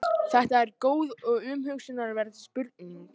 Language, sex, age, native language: Icelandic, male, 18-19, Icelandic